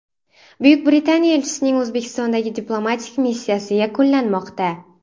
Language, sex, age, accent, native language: Uzbek, female, 12-17, Sirdaryo, Uzbek